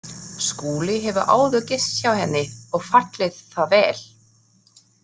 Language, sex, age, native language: Icelandic, female, 30-39, German